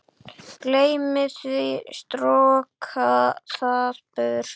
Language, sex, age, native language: Icelandic, male, 8, Icelandic